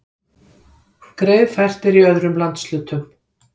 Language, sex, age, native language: Icelandic, female, 50-59, Icelandic